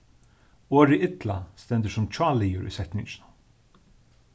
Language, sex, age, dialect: Faroese, male, 36-60, Suðurstreymoy